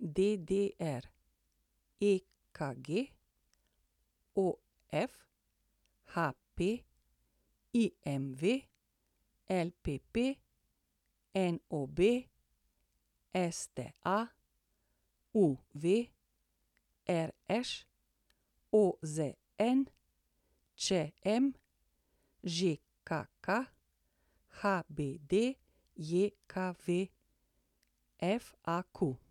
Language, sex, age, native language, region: Slovenian, female, 60+, Slovenian, Central Slovenia